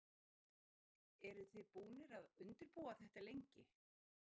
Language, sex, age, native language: Icelandic, female, 60-69, Icelandic